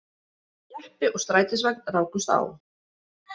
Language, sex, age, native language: Icelandic, female, 30-39, Icelandic